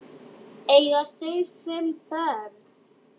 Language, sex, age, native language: Icelandic, female, 10, Icelandic